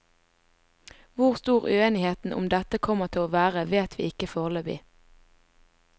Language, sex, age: Norwegian, female, 20